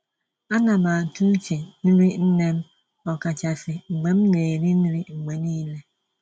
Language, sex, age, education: Igbo, female, 15-29, tertiary